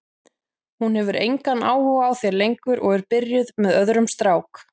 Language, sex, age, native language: Icelandic, female, 40-49, Icelandic